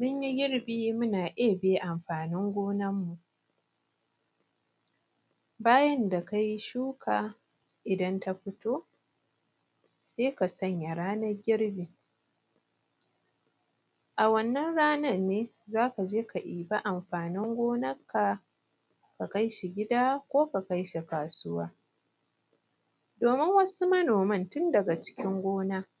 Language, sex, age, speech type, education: Hausa, female, 15-29, spontaneous, primary